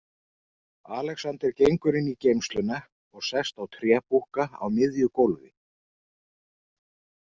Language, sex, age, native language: Icelandic, male, 40-49, Icelandic